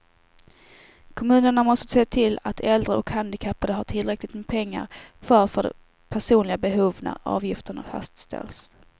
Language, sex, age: Swedish, female, 18